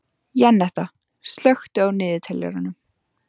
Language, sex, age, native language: Icelandic, female, 14, Icelandic